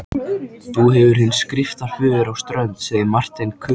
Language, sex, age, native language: Icelandic, male, 14, Icelandic